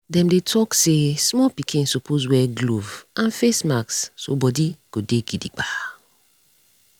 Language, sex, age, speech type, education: Nigerian Pidgin, female, 30-45, spontaneous, tertiary